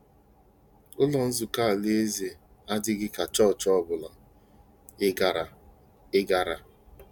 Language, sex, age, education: Igbo, male, 30-45, tertiary